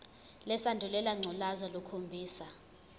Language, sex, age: Zulu, female, 21